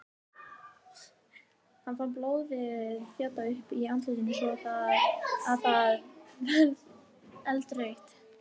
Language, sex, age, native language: Icelandic, female, 18-19, Icelandic